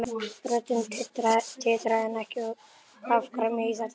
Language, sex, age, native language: Icelandic, male, 11, Icelandic